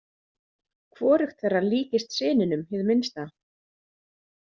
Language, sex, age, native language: Icelandic, female, 30-39, Icelandic